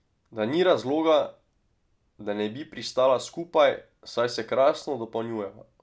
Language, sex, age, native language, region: Slovenian, male, 18-29, Slovenian, Drava region